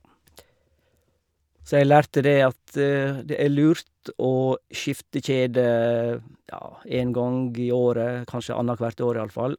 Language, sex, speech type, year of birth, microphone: Norwegian, male, spontaneous, 1956, Shure